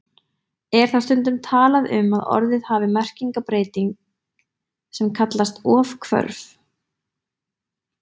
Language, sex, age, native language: Icelandic, female, 20-29, Icelandic